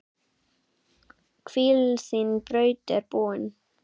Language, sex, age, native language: Icelandic, female, 8, Icelandic